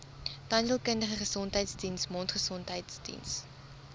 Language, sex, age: Afrikaans, female, 20